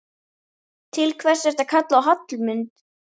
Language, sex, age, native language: Icelandic, female, 13, Icelandic